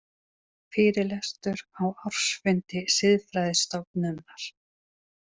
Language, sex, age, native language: Icelandic, female, 40-49, Icelandic